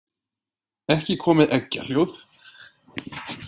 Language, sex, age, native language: Icelandic, male, 20-29, Icelandic